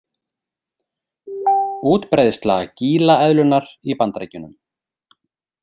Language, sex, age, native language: Icelandic, male, 40-49, Icelandic